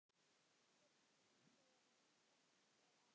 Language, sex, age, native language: Icelandic, male, 10, Icelandic